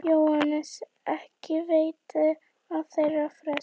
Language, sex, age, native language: Icelandic, female, 18-19, Icelandic